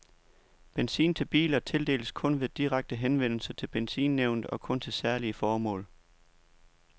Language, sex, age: Danish, male, 29